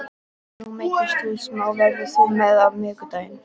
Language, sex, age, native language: Icelandic, female, 12, Icelandic